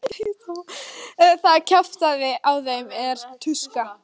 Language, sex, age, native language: Icelandic, female, 14, Icelandic